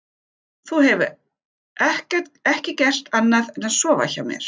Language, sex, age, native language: Icelandic, female, 50-59, German